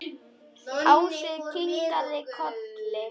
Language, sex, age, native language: Icelandic, male, 10, Polish